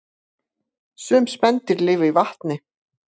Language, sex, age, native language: Icelandic, female, 50-59, Icelandic